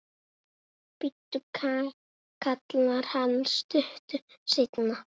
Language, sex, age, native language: Icelandic, male, 7, Icelandic